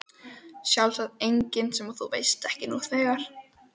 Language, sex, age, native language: Icelandic, female, 12, Icelandic